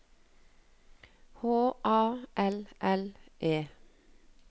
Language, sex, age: Norwegian, female, 48